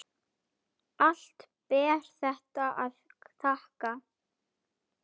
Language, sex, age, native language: Icelandic, male, 9, Icelandic